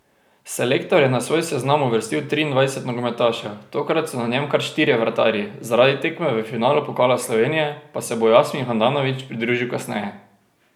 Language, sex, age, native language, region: Slovenian, male, 18-29, Slovenian, Drava region